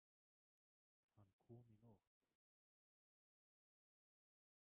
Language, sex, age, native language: Icelandic, male, 30-39, Icelandic